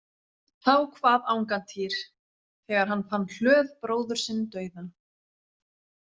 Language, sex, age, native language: Icelandic, female, 40-49, Icelandic